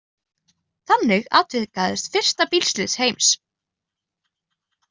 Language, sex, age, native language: Icelandic, female, 20-29, Icelandic